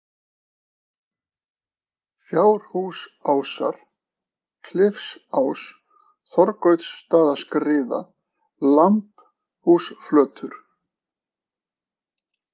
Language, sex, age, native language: Icelandic, male, 40-49, Icelandic